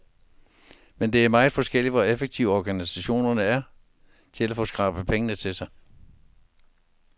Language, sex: Danish, male